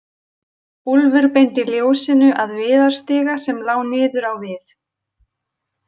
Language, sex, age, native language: Icelandic, female, 20-29, Icelandic